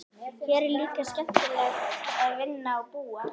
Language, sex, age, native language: Icelandic, female, 11, Icelandic